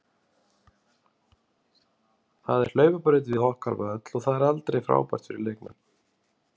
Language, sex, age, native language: Icelandic, male, 50-59, Icelandic